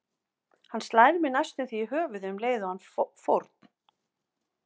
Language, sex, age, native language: Icelandic, female, 50-59, Icelandic